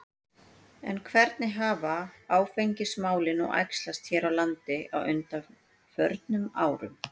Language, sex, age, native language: Icelandic, female, 40-49, Icelandic